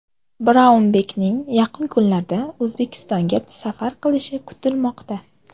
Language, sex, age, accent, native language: Uzbek, female, 25-34, Qoraqalpog'iston, Uzbek